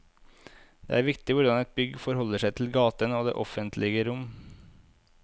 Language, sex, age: Norwegian, male, 25